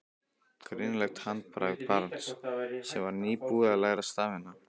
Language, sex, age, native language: Icelandic, male, 15, Icelandic